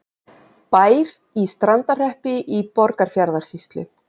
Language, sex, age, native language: Icelandic, female, 40-49, Icelandic